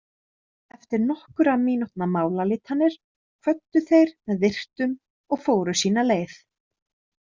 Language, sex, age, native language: Icelandic, female, 30-39, Icelandic